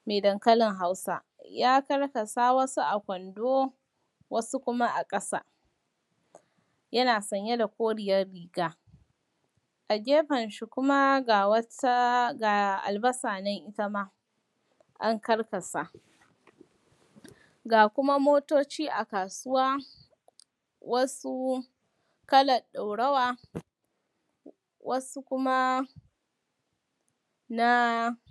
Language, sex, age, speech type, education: Hausa, female, 15-29, spontaneous, primary